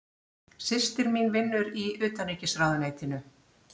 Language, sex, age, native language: Icelandic, female, 60-69, Icelandic